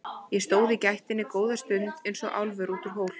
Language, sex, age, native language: Icelandic, female, 20-29, Icelandic